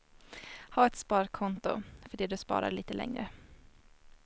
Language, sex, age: Swedish, female, 21